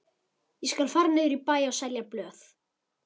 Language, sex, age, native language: Icelandic, male, 11, Icelandic